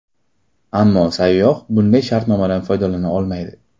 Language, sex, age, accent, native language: Uzbek, male, 18-24, Qashqadaryo, Uzbek